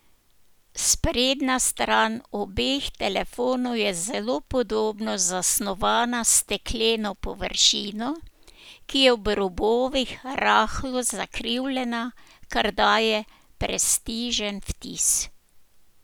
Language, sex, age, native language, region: Slovenian, female, 60+, Slovenian, Posavska region